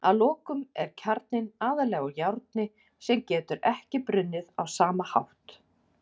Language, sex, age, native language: Icelandic, female, 40-49, Icelandic